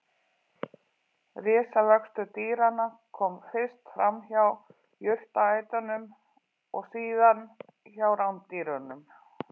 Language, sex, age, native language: Icelandic, female, 40-49, Icelandic